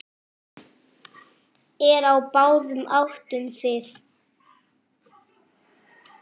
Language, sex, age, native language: Icelandic, male, 8, French